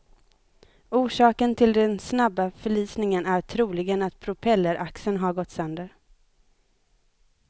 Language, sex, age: Swedish, female, 25